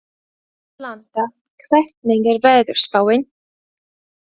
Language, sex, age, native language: Icelandic, female, 20-29, Latvian